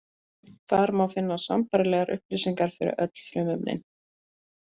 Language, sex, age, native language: Icelandic, female, 20-29, Icelandic